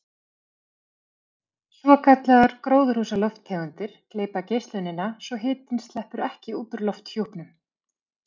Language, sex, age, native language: Icelandic, female, 30-39, Icelandic